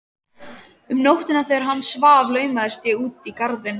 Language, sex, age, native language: Icelandic, female, 13, Icelandic